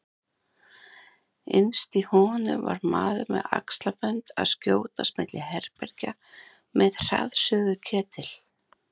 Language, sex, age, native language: Icelandic, other, 30-39, Icelandic